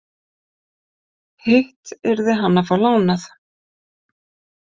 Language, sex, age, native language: Icelandic, female, 50-59, Icelandic